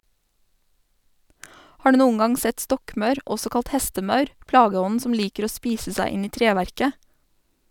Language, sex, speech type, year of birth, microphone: Norwegian, female, read, 1987, Sennheiser